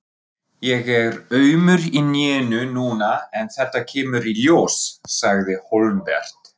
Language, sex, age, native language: Icelandic, male, 40-49, Icelandic